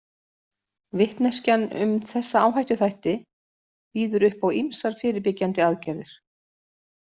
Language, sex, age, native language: Icelandic, female, 50-59, Icelandic